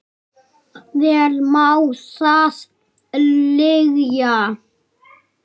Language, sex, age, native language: Icelandic, male, 7, Icelandic